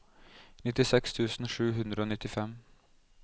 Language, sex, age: Norwegian, male, 20